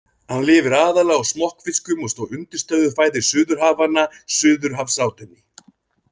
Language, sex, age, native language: Icelandic, male, 30-39, Icelandic